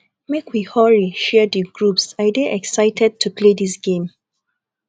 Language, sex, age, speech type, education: Nigerian Pidgin, female, 15-29, spontaneous, tertiary